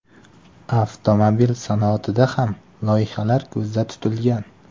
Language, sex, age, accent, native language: Uzbek, male, 18-24, Surxondaryo, Uzbek